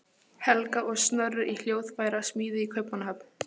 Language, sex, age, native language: Icelandic, female, 15, Polish